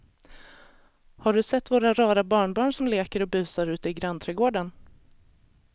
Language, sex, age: Swedish, female, 37